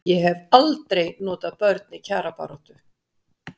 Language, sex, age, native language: Icelandic, female, 60-69, Icelandic